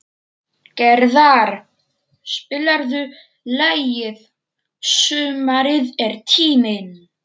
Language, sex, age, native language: Icelandic, male, 40-49, Polish